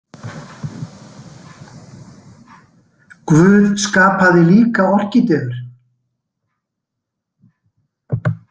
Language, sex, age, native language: Icelandic, male, 60-69, Icelandic